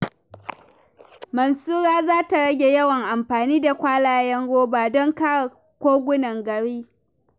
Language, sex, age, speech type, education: Hausa, female, 15-29, read, primary